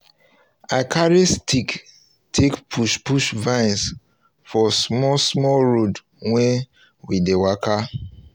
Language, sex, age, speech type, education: Nigerian Pidgin, male, 30-45, spontaneous, tertiary